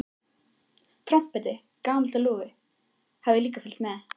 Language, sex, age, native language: Icelandic, female, 13, Icelandic